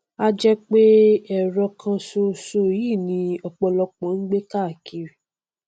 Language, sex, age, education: Yoruba, female, 15-29, tertiary